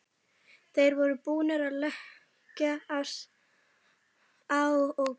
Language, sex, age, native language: Icelandic, female, 11, Icelandic